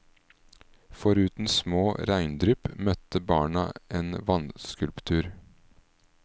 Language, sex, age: Norwegian, male, 38